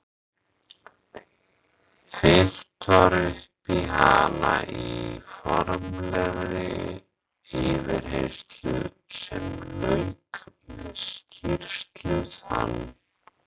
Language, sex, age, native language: Icelandic, male, 30-39, Icelandic